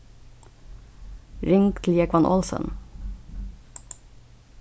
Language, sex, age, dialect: Faroese, female, 15-35, Suðurstreymoy